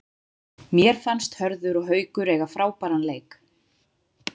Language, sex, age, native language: Icelandic, female, 30-39, Icelandic